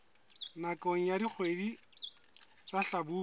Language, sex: Southern Sotho, male